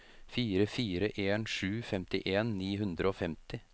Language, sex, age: Norwegian, male, 33